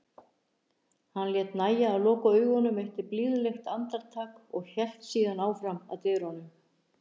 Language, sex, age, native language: Icelandic, female, 60-69, Icelandic